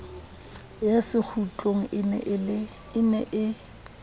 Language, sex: Southern Sotho, female